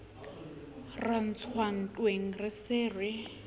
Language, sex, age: Southern Sotho, female, 35